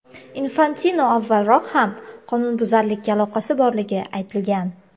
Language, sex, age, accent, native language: Uzbek, female, 25-34, Toshkent shahri, Uzbek